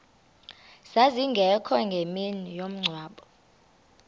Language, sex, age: Xhosa, female, 32